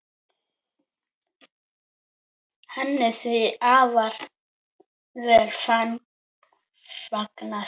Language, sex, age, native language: Icelandic, female, 9, Icelandic